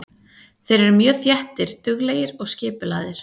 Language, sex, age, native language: Icelandic, female, 30-39, Icelandic